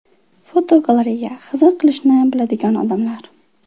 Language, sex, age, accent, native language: Uzbek, female, under 19, Andijon, Uzbek